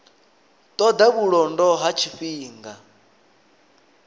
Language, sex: Venda, male